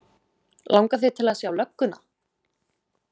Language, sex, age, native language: Icelandic, female, 20-29, Icelandic